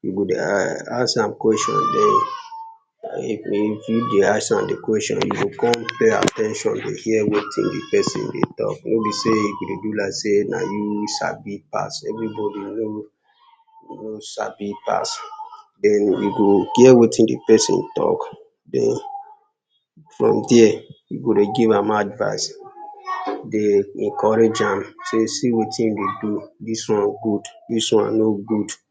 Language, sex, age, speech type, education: Nigerian Pidgin, male, 15-29, spontaneous, secondary